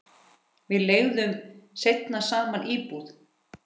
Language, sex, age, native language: Icelandic, female, 10, Icelandic